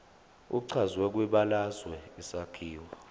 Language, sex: Zulu, male